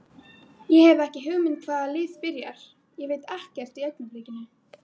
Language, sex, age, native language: Icelandic, female, 18-19, Icelandic